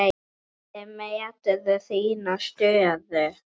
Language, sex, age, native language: Icelandic, male, 8, Icelandic